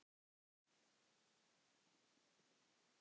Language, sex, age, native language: Icelandic, male, 10, Icelandic